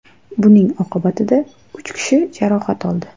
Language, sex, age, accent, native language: Uzbek, female, 25-34, Qashqadaryo, Uzbek